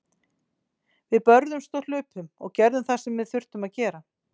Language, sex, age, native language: Icelandic, female, 40-49, Icelandic